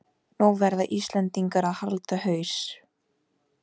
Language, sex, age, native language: Icelandic, female, 18-19, Icelandic